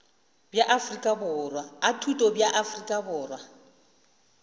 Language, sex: Northern Sotho, female